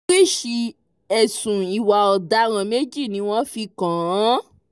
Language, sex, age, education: Yoruba, female, 15-29, tertiary